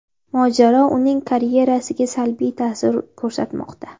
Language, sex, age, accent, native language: Uzbek, female, 12-17, Andijon, Uzbek